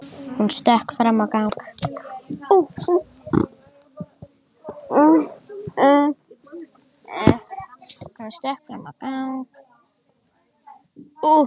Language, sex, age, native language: Icelandic, female, 10, Icelandic